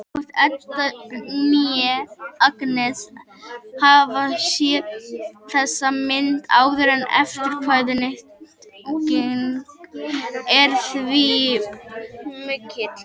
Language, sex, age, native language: Icelandic, male, 18-19, Icelandic